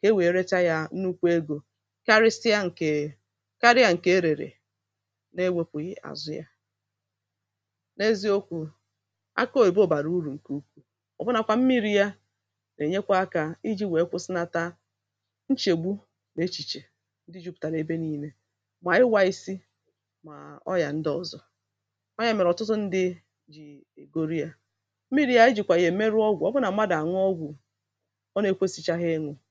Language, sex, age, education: Igbo, female, 30-45, tertiary